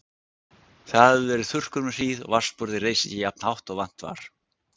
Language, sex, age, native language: Icelandic, male, 60-69, Icelandic